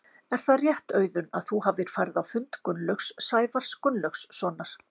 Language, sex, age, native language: Icelandic, female, 50-59, Icelandic